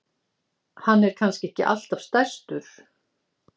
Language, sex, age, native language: Icelandic, female, 50-59, Icelandic